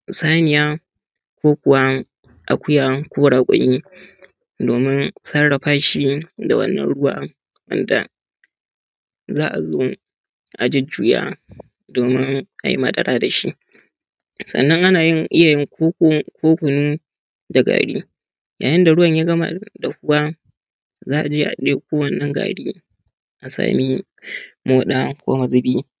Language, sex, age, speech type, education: Hausa, male, 30-45, spontaneous, tertiary